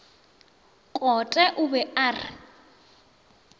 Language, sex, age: Northern Sotho, female, 24